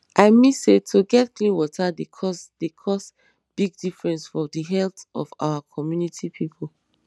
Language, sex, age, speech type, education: Nigerian Pidgin, female, 15-29, spontaneous, tertiary